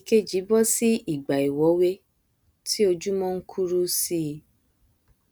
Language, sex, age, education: Yoruba, female, 30-45, tertiary